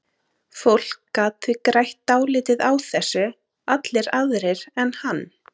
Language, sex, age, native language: Icelandic, female, 30-39, Icelandic